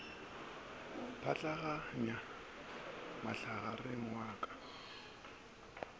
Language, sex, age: Northern Sotho, male, 24